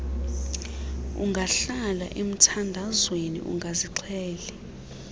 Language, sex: Xhosa, female